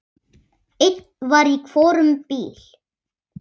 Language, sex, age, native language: Icelandic, male, 8, Icelandic